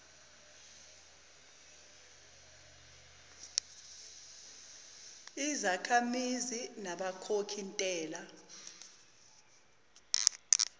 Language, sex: Zulu, female